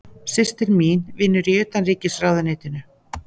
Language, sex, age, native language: Icelandic, female, 50-59, Icelandic